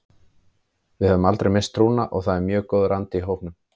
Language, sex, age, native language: Icelandic, male, 30-39, Icelandic